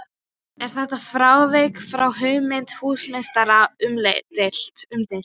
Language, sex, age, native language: Icelandic, female, 12, Icelandic